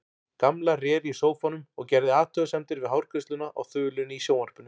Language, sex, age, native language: Icelandic, male, 40-49, Icelandic